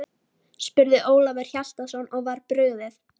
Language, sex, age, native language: Icelandic, female, 12, Icelandic